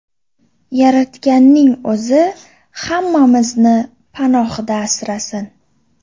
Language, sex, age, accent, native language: Uzbek, female, 25-34, Toshkent shahri, Uzbek